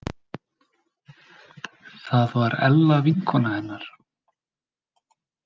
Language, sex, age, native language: Icelandic, male, 20-29, Icelandic